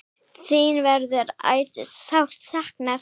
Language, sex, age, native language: Icelandic, female, 9, Icelandic